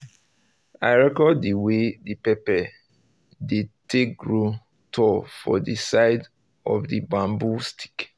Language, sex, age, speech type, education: Nigerian Pidgin, male, 30-45, spontaneous, tertiary